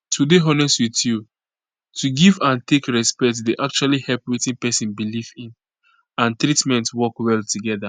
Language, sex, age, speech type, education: Nigerian Pidgin, female, 15-29, spontaneous, tertiary